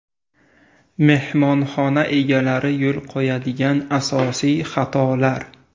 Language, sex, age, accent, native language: Uzbek, male, 18-24, Buxoro, Uzbek